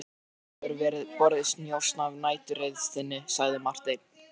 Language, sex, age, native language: Icelandic, male, 13, Icelandic